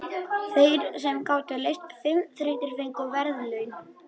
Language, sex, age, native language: Icelandic, male, 21, Icelandic